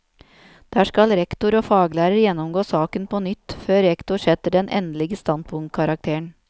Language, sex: Norwegian, female